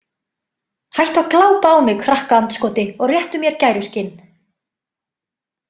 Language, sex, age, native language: Icelandic, female, 20-29, Icelandic